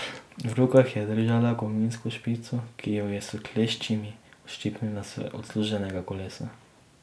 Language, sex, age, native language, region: Slovenian, male, 18-29, Slovenian, Drava region